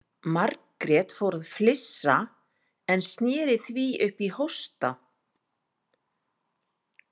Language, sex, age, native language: Icelandic, female, 50-59, Icelandic